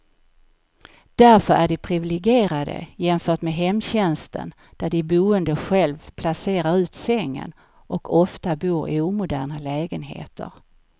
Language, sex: Swedish, female